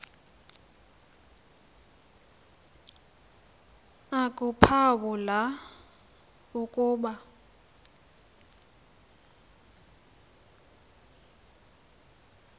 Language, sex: Xhosa, female